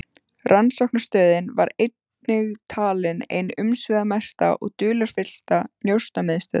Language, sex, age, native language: Icelandic, female, 14, Icelandic